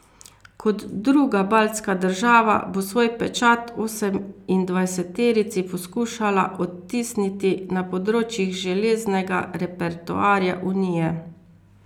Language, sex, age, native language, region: Slovenian, female, 50-59, Slovenian, Carinthia region